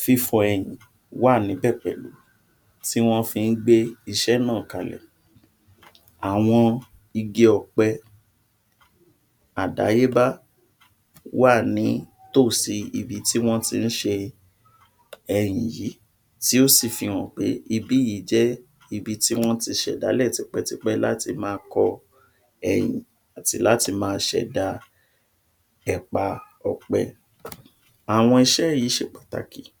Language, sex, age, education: Yoruba, male, 60+, tertiary